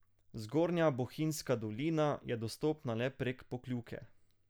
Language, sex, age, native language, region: Slovenian, male, 18-29, Slovenian, Carinthia region